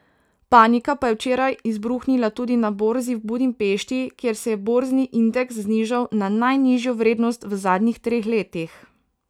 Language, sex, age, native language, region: Slovenian, female, 18-29, Slovenian, Savinja region